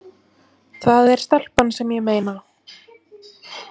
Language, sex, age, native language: Icelandic, female, 18-19, Icelandic